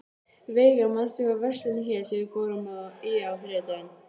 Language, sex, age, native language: Icelandic, female, 13, Icelandic